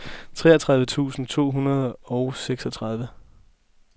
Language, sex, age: Danish, male, 20